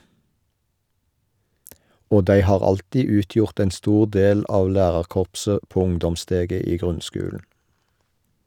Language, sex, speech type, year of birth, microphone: Norwegian, male, read, 1972, Shure